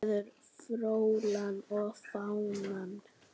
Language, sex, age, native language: Icelandic, female, 9, Icelandic